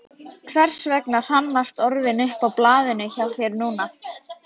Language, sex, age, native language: Icelandic, female, 12, Icelandic